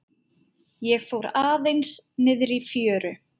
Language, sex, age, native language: Icelandic, female, 8, Icelandic